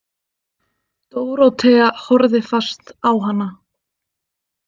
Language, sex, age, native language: Icelandic, female, 20-29, Icelandic